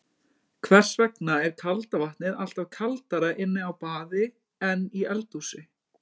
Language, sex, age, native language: Icelandic, male, 20-29, Icelandic